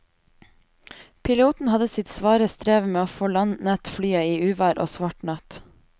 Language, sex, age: Norwegian, female, 28